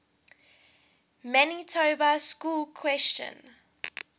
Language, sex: English, female